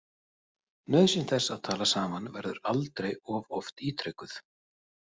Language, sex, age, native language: Icelandic, male, 30-39, Icelandic